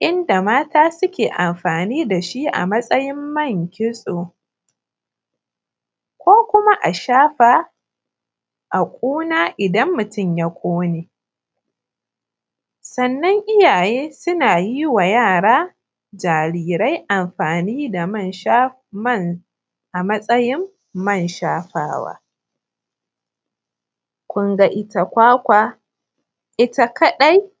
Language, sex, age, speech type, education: Hausa, female, 15-29, spontaneous, primary